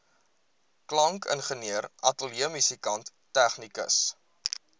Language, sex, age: Afrikaans, male, 20